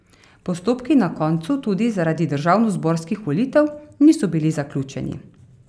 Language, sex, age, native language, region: Slovenian, female, 30-49, Slovenian, Carinthia region